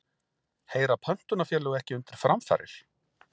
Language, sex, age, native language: Icelandic, male, 40-49, Icelandic